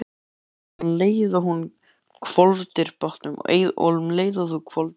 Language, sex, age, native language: Icelandic, male, 11, Icelandic